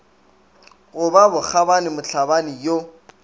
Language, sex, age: Northern Sotho, male, 24